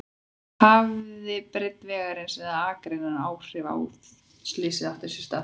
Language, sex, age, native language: Icelandic, female, 30-39, Icelandic